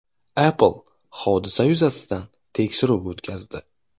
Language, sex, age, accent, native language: Uzbek, male, 25-34, Navoiy, Uzbek